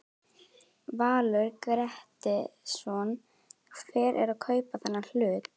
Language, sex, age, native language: Icelandic, female, 12, Icelandic